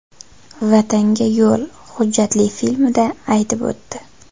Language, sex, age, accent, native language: Uzbek, female, 25-34, Farg'ona, Uzbek